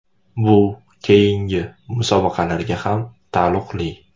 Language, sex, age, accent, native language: Uzbek, male, 18-24, Toshkent viloyati, Uzbek